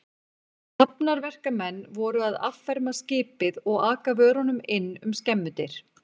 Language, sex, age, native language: Icelandic, female, 40-49, Icelandic